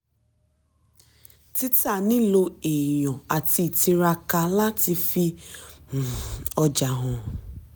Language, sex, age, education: Yoruba, female, 30-45, tertiary